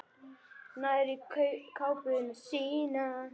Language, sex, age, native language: Icelandic, male, 10, Icelandic